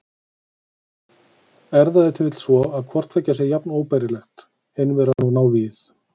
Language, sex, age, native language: Icelandic, male, 40-49, Icelandic